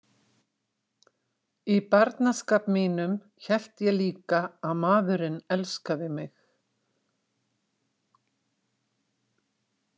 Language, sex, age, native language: Icelandic, female, 60-69, Icelandic